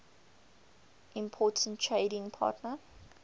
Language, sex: English, female